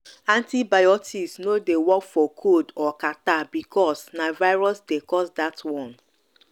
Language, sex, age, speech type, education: Nigerian Pidgin, female, 30-45, spontaneous, tertiary